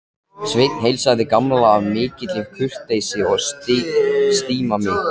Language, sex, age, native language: Icelandic, male, 14, Icelandic